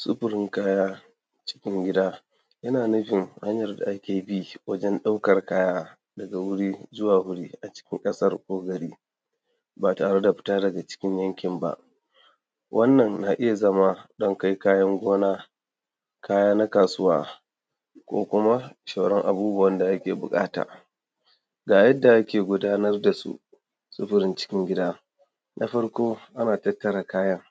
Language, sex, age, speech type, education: Hausa, male, 30-45, spontaneous, tertiary